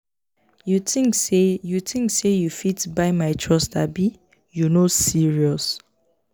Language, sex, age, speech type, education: Nigerian Pidgin, female, 15-29, spontaneous, tertiary